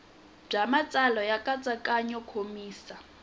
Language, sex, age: Tsonga, female, 20